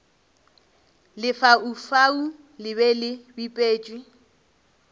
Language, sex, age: Northern Sotho, female, 23